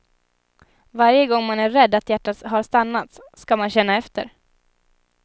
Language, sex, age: Swedish, female, 19